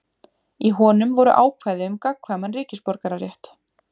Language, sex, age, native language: Icelandic, female, 20-29, Icelandic